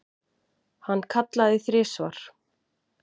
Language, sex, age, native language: Icelandic, female, 40-49, Icelandic